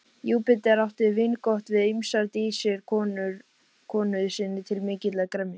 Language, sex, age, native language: Icelandic, female, 18-19, Icelandic